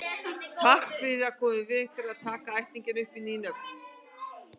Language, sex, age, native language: Icelandic, female, 60-69, Icelandic